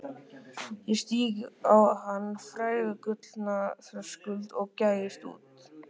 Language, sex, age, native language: Icelandic, male, 13, Icelandic